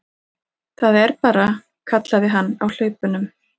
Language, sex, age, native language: Icelandic, female, 40-49, Icelandic